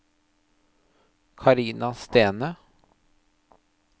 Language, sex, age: Norwegian, male, 30